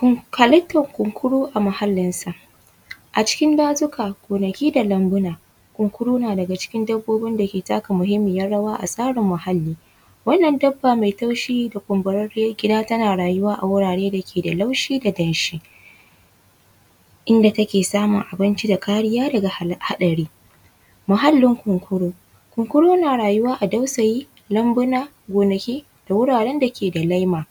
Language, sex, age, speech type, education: Hausa, female, 15-29, spontaneous, tertiary